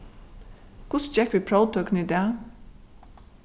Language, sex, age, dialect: Faroese, female, 36-60, Suðurstreymoy